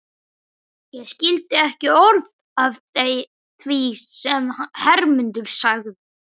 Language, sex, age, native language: Icelandic, male, 11, Icelandic